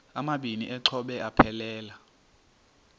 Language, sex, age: Xhosa, male, 30